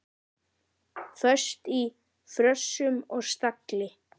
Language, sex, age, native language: Icelandic, female, 9, Icelandic